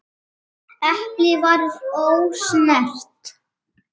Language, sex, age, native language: Icelandic, male, 7, Icelandic